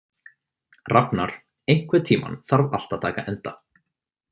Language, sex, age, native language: Icelandic, male, 20-29, Icelandic